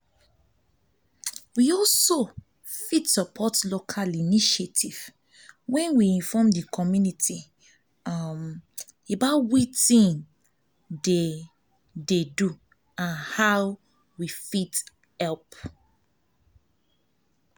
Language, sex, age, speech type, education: Nigerian Pidgin, female, 15-29, spontaneous, tertiary